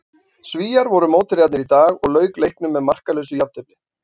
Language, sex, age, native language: Icelandic, male, 40-49, Icelandic